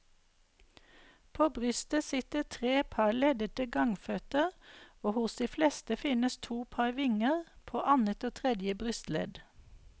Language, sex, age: Norwegian, female, 52